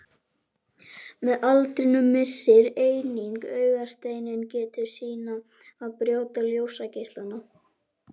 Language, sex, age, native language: Icelandic, male, 11, Icelandic